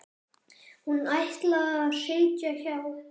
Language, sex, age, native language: Icelandic, male, 10, Icelandic